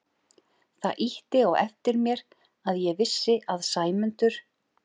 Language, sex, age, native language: Icelandic, male, 11, Icelandic